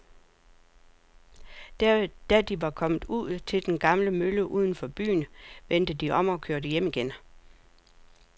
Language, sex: Danish, female